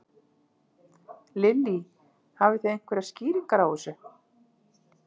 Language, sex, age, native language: Icelandic, female, 50-59, Icelandic